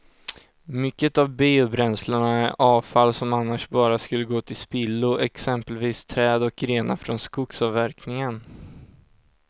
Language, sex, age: Swedish, male, 16